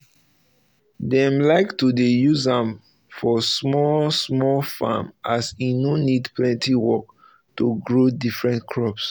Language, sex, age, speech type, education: Nigerian Pidgin, male, 30-45, spontaneous, tertiary